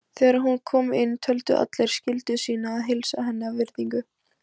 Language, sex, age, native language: Icelandic, female, 18-19, Icelandic